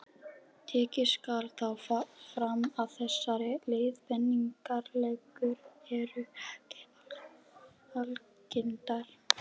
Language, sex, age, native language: Icelandic, female, 12, Icelandic